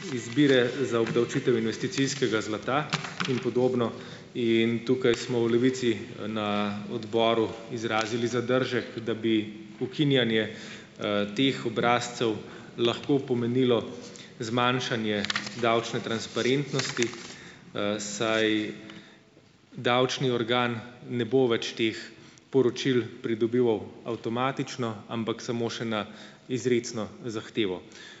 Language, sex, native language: Slovenian, male, Slovenian